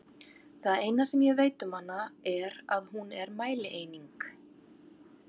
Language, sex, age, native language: Icelandic, female, 50-59, Icelandic